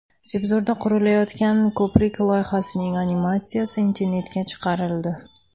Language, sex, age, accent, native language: Uzbek, female, 19-29, Toshkent shahri, Uzbek